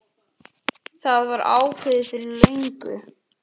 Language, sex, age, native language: Icelandic, female, 10, Icelandic